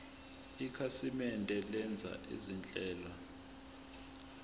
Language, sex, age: Zulu, male, 20